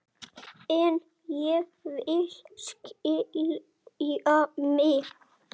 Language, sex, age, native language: Icelandic, male, 7, Icelandic